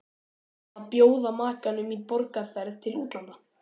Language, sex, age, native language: Icelandic, male, 12, Icelandic